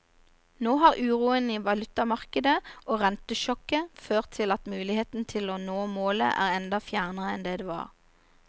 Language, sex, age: Norwegian, female, 29